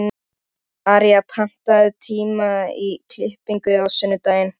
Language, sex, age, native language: Icelandic, male, 13, Icelandic